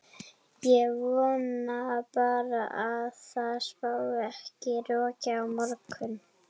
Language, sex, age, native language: Icelandic, female, 12, Icelandic